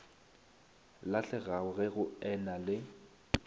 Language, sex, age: Northern Sotho, male, 19